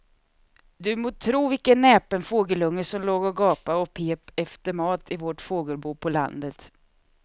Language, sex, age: Swedish, female, 36